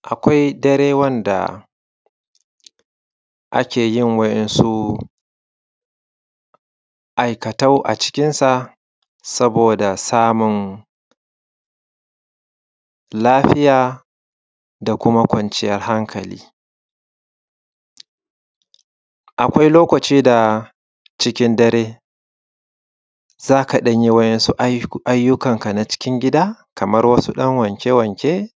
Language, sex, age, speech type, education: Hausa, male, 30-45, spontaneous, secondary